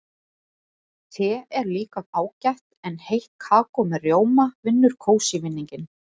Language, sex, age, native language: Icelandic, female, 40-49, Icelandic